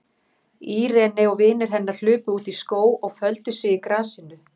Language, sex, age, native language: Icelandic, female, 50-59, Icelandic